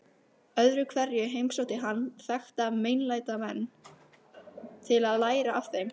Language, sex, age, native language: Icelandic, female, 15, Icelandic